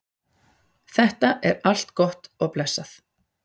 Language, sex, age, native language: Icelandic, female, 40-49, Icelandic